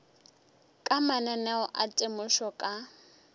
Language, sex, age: Northern Sotho, female, 23